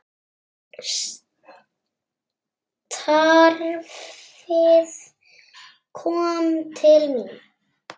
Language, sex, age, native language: Icelandic, female, 6, Icelandic